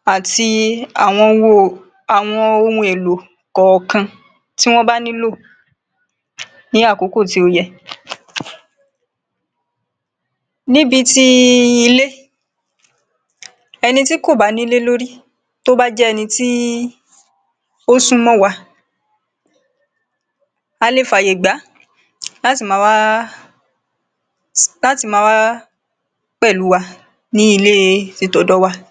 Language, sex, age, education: Yoruba, female, 46-60, secondary